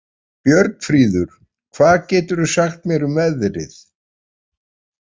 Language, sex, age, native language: Icelandic, male, 40-49, Icelandic